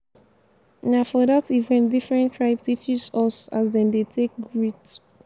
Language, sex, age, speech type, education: Nigerian Pidgin, female, 15-29, spontaneous, tertiary